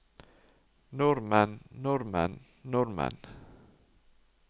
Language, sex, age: Norwegian, male, 39